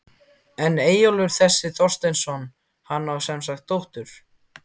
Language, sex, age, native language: Icelandic, male, 15, Icelandic